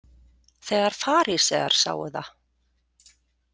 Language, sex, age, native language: Icelandic, female, 40-49, Icelandic